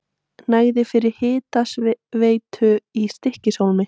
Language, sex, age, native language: Icelandic, female, 18-19, Icelandic